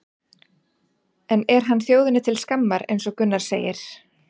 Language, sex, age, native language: Icelandic, female, 40-49, Icelandic